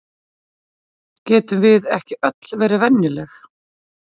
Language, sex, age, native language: Icelandic, female, 40-49, Icelandic